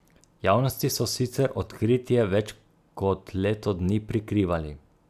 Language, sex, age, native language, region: Slovenian, male, 30-49, Slovenian, Gorica region